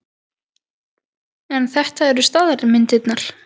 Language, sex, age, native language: Icelandic, female, 20-29, Icelandic